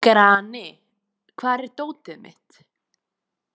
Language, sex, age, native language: Icelandic, female, 20-29, Icelandic